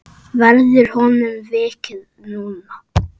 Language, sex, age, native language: Icelandic, male, 8, Icelandic